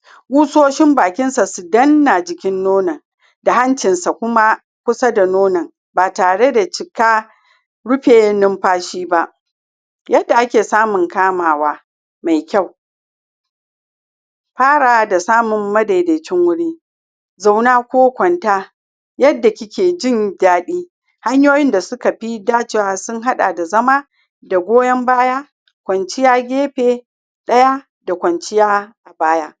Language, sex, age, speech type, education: Hausa, female, 46-60, spontaneous, tertiary